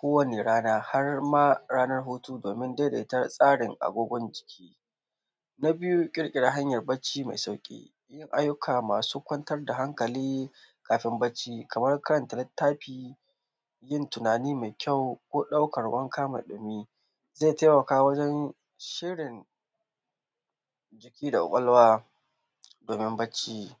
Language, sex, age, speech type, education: Hausa, male, 15-29, spontaneous, tertiary